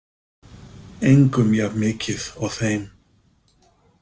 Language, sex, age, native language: Icelandic, male, 50-59, Icelandic